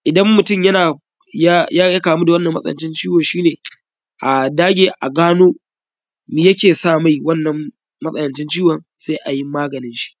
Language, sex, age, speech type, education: Hausa, male, 15-29, spontaneous, tertiary